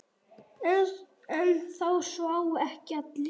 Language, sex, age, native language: Icelandic, male, 7, Icelandic